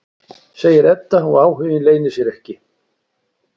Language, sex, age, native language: Icelandic, male, 60-69, Icelandic